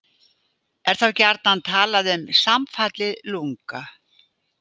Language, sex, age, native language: Icelandic, female, 80-89, Icelandic